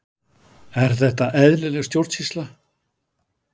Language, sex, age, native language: Icelandic, male, 60-69, Icelandic